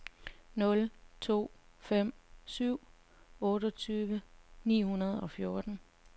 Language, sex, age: Danish, female, 35